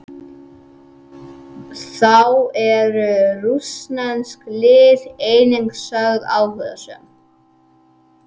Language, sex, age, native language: Icelandic, male, 18-19, Icelandic